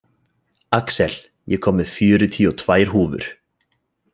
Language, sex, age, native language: Icelandic, male, 20-29, Icelandic